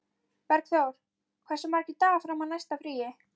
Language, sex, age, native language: Icelandic, female, 13, Icelandic